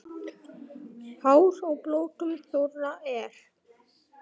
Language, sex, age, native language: Icelandic, male, 9, Icelandic